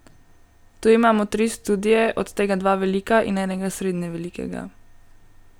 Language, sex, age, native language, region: Slovenian, female, 18-29, Slovenian, Gorenjska region